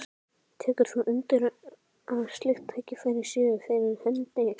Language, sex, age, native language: Icelandic, male, 11, Icelandic